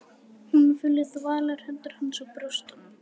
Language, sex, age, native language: Icelandic, male, 11, Icelandic